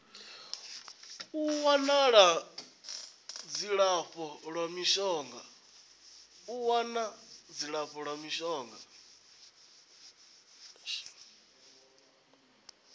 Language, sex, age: Venda, male, 20